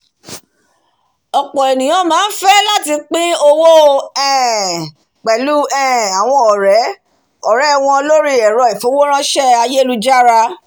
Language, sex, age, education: Yoruba, female, 46-60, tertiary